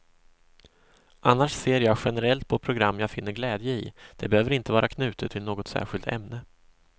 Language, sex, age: Swedish, male, 26